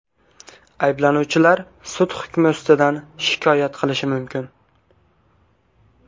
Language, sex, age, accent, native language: Uzbek, male, 19-29, Qashqadaryo, Uzbek